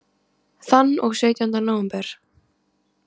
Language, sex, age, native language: Icelandic, female, 18-19, Icelandic